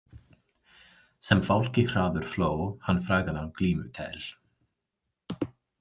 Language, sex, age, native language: Icelandic, male, 20-29, English